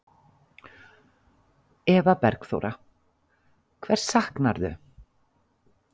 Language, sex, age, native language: Icelandic, female, 50-59, Icelandic